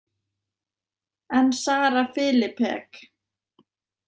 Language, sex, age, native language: Icelandic, female, 20-29, Icelandic